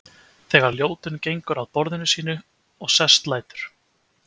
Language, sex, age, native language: Icelandic, male, 20-29, Icelandic